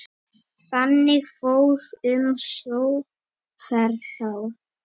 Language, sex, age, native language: Icelandic, male, 10, Icelandic